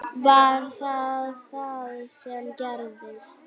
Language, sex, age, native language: Icelandic, female, 9, Icelandic